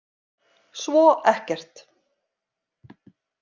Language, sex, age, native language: Icelandic, female, 50-59, Icelandic